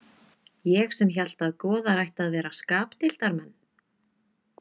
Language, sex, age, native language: Icelandic, female, 20-29, Icelandic